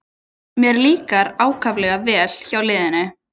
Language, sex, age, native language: Icelandic, female, 20-29, Icelandic